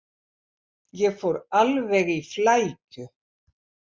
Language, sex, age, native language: Icelandic, female, 70-79, Icelandic